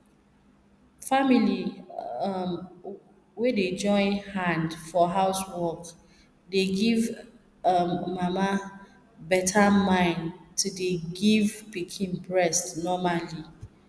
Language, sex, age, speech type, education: Nigerian Pidgin, female, 30-45, spontaneous, tertiary